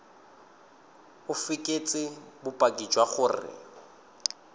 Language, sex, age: Tswana, male, 22